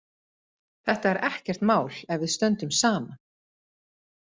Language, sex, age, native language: Icelandic, female, 50-59, Icelandic